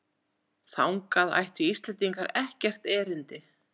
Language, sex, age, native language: Icelandic, female, 40-49, Icelandic